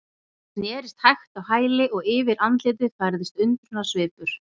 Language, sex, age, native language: Icelandic, female, 11, Icelandic